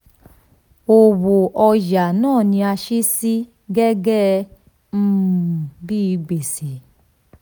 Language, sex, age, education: Yoruba, female, 15-29, tertiary